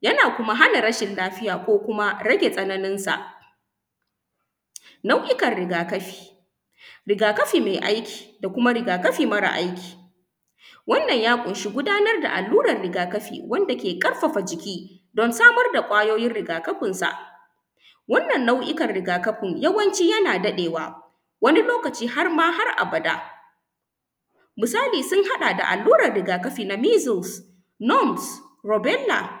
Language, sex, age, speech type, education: Hausa, female, 15-29, spontaneous, tertiary